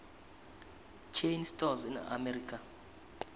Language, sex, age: South Ndebele, male, 19